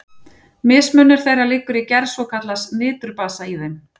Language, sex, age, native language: Icelandic, female, 40-49, Icelandic